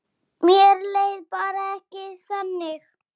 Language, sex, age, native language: Icelandic, female, 8, Icelandic